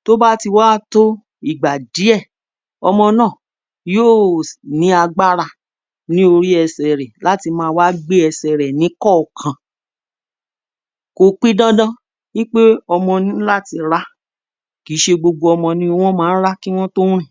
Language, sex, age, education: Yoruba, female, 46-60, tertiary